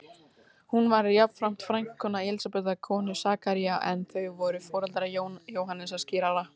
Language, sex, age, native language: Icelandic, female, 18-19, Icelandic